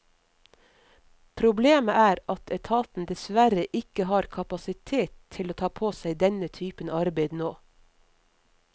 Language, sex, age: Norwegian, female, 50